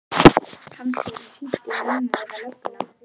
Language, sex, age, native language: Icelandic, female, 11, Icelandic